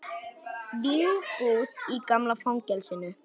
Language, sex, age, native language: Icelandic, female, 40-49, Icelandic